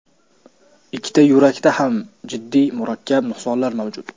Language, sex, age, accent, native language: Uzbek, male, 12-17, Samarqand, Uzbek